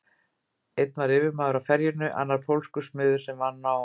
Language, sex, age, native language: Icelandic, female, 50-59, Icelandic